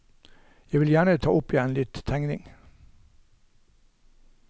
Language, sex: Norwegian, male